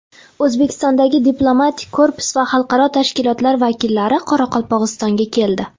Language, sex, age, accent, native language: Uzbek, female, 19-29, Farg'ona, Uzbek